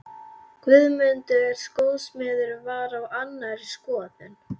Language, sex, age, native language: Icelandic, female, 11, Icelandic